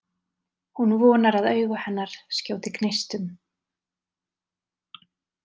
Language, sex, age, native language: Icelandic, female, 30-39, Icelandic